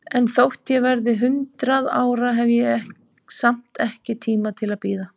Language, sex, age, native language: Icelandic, female, 50-59, Icelandic